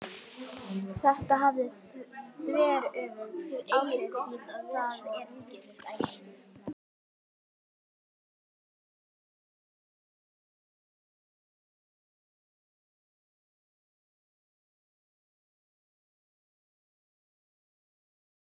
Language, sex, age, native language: Icelandic, female, 12, Icelandic